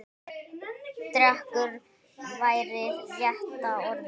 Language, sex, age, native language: Icelandic, male, 9, Icelandic